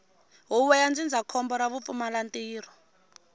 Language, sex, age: Tsonga, female, 19